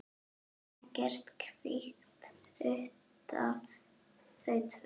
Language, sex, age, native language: Icelandic, female, 9, Icelandic